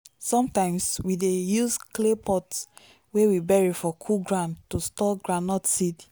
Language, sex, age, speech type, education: Nigerian Pidgin, female, 15-29, spontaneous, tertiary